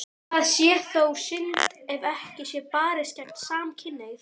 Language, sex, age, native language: Icelandic, female, 12, Icelandic